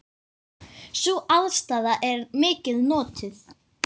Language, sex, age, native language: Icelandic, female, 10, Icelandic